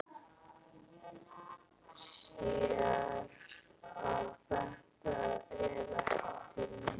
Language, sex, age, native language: Icelandic, male, 11, Icelandic